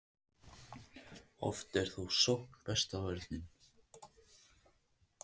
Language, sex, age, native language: Icelandic, male, 18-19, Icelandic